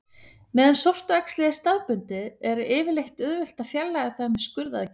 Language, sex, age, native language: Icelandic, female, 30-39, Icelandic